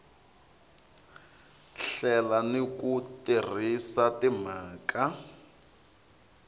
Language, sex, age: Tsonga, male, 22